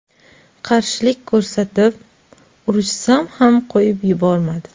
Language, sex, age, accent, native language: Uzbek, female, 25-34, Surxondaryo, Uzbek